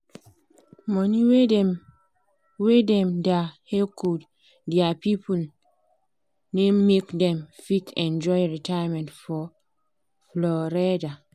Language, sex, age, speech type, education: Nigerian Pidgin, female, 15-29, spontaneous, tertiary